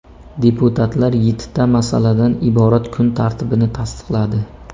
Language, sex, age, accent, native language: Uzbek, male, 25-34, Samarqand, Uzbek